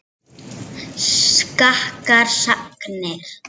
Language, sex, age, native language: Icelandic, female, 7, Icelandic